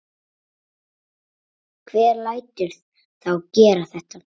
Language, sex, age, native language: Icelandic, female, 7, Icelandic